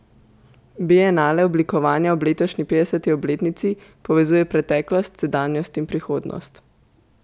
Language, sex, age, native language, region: Slovenian, female, 18-29, Slovenian, Central Slovenia